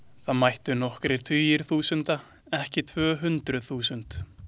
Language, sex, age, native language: Icelandic, male, 20-29, Icelandic